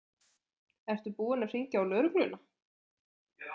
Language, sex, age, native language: Icelandic, female, 20-29, Icelandic